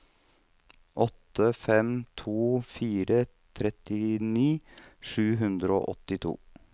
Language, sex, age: Norwegian, male, 39